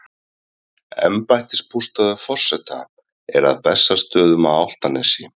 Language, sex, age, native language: Icelandic, male, 30-39, Icelandic